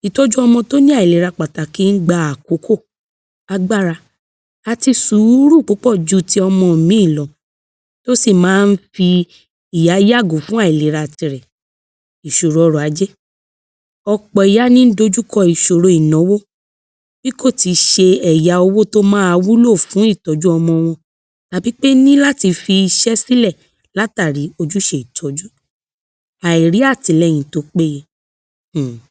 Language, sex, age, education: Yoruba, male, 46-60, tertiary